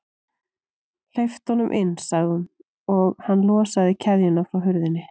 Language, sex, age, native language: Icelandic, female, 40-49, Icelandic